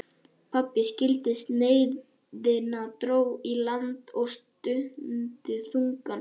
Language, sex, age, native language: Icelandic, male, 11, Icelandic